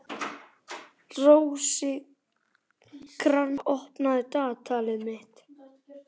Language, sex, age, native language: Icelandic, male, 11, Icelandic